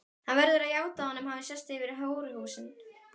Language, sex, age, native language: Icelandic, female, 12, Icelandic